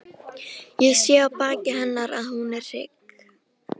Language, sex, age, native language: Icelandic, female, 13, Icelandic